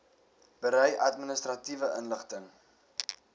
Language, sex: Afrikaans, male